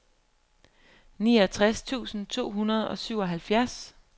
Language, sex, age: Danish, female, 23